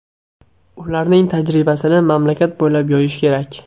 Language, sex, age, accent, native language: Uzbek, male, 18-24, Namangan, Uzbek